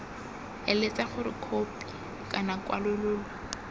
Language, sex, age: Tswana, female, 19